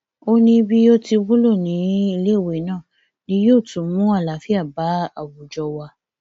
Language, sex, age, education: Yoruba, female, 15-29, tertiary